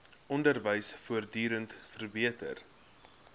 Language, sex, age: Afrikaans, male, 21